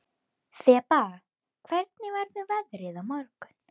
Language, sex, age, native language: Icelandic, female, 12, Icelandic